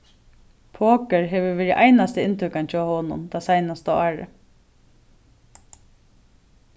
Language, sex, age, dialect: Faroese, female, 36-60, Suðurstreymoy